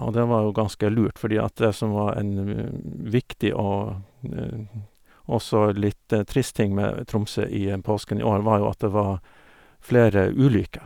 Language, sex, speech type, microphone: Norwegian, male, spontaneous, Sennheiser